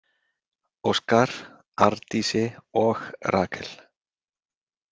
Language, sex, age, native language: Icelandic, male, 40-49, Icelandic